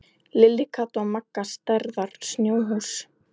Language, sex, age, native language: Icelandic, female, 11, Icelandic